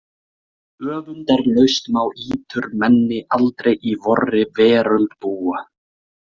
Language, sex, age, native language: Icelandic, male, 20-29, Icelandic